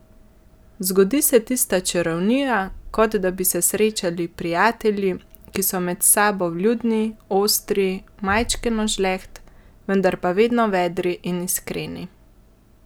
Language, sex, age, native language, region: Slovenian, male, 50-59, Slovenian, Central Slovenia